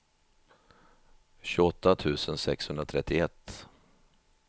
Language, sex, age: Swedish, male, 50